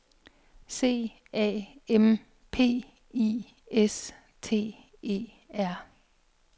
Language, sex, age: Danish, female, 42